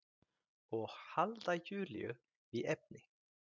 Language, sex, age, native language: Icelandic, male, 30-39, Icelandic